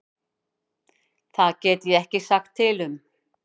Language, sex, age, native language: Icelandic, female, 50-59, Icelandic